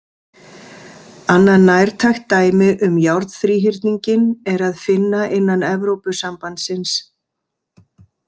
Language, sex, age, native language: Icelandic, female, 50-59, Icelandic